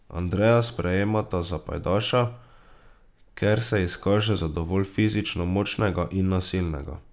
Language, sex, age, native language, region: Slovenian, male, 18-29, Slovenian, Drava region